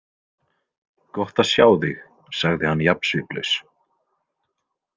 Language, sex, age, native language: Icelandic, male, 20-29, Icelandic